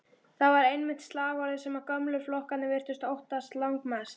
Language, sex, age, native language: Icelandic, female, 12, Icelandic